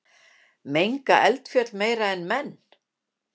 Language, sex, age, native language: Icelandic, female, 60-69, Icelandic